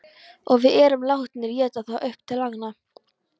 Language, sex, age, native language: Icelandic, female, 13, Polish